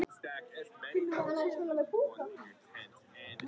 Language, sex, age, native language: Icelandic, male, 9, Icelandic